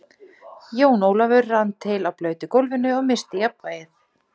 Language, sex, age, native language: Icelandic, female, 40-49, Icelandic